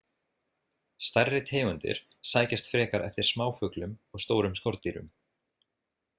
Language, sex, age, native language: Icelandic, male, 30-39, Icelandic